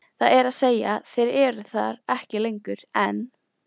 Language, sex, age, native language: Icelandic, female, 13, Icelandic